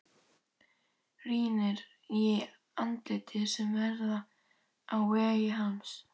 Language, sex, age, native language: Icelandic, female, 12, Icelandic